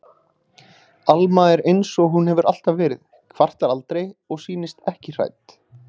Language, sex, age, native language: Icelandic, male, 30-39, Icelandic